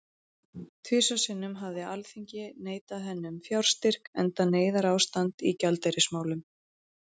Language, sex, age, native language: Icelandic, female, 30-39, Icelandic